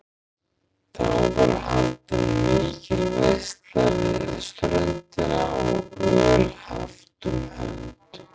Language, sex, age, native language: Icelandic, male, 20-29, Icelandic